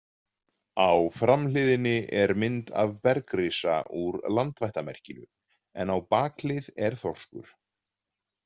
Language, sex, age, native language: Icelandic, male, 40-49, Icelandic